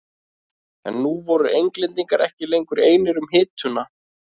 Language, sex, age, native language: Icelandic, male, 30-39, Icelandic